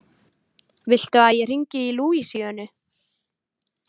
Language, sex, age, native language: Icelandic, female, 20-29, Icelandic